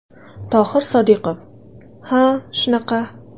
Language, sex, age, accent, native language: Uzbek, female, 19-29, Qashqadaryo, Uzbek